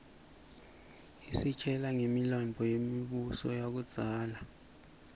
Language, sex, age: Swati, male, 24